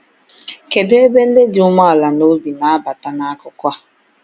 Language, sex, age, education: Igbo, female, 15-29, tertiary